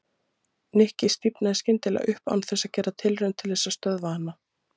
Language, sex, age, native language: Icelandic, female, 30-39, Icelandic